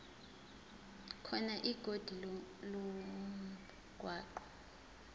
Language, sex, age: Zulu, female, 20